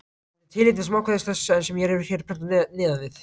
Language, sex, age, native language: Icelandic, other, 18-19, Icelandic